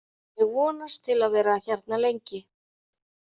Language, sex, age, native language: Icelandic, female, 30-39, Icelandic